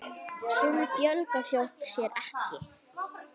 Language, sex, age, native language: Icelandic, female, 9, Icelandic